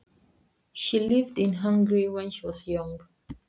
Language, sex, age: Icelandic, female, 20-29